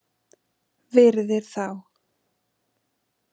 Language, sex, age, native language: Icelandic, female, 30-39, Icelandic